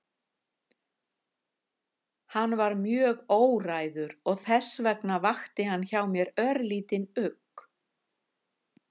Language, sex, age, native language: Icelandic, female, 50-59, Icelandic